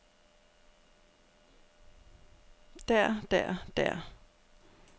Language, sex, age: Danish, female, 32